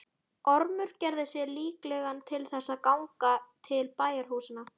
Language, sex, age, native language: Icelandic, female, 12, Icelandic